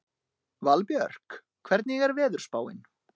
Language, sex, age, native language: Icelandic, male, 30-39, Icelandic